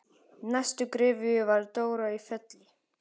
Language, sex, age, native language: Icelandic, male, 12, Icelandic